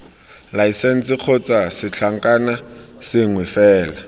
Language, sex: Tswana, male